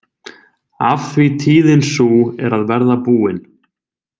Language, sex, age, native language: Icelandic, male, 20-29, Icelandic